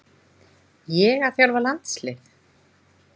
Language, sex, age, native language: Icelandic, female, 20-29, Icelandic